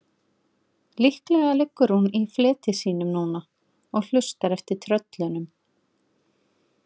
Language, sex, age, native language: Icelandic, female, 40-49, Icelandic